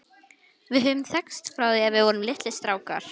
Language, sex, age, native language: Icelandic, female, 11, Icelandic